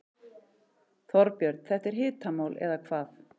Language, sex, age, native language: Icelandic, male, 11, Icelandic